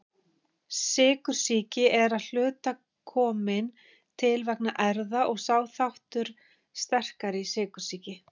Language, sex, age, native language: Icelandic, female, 50-59, Icelandic